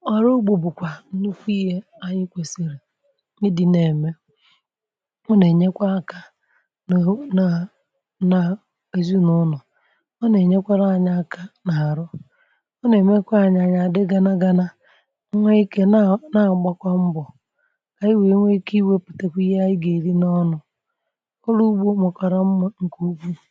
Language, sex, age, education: Igbo, male, 30-45, tertiary